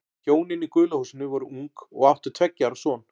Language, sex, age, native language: Icelandic, male, 40-49, Icelandic